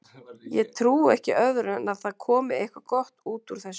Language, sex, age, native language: Icelandic, female, 20-29, Icelandic